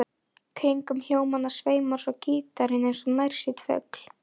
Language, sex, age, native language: Icelandic, female, 11, Icelandic